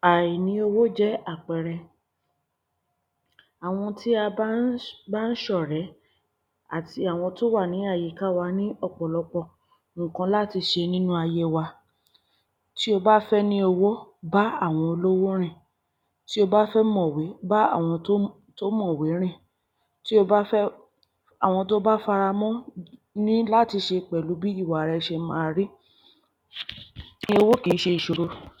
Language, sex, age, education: Yoruba, female, 30-45, primary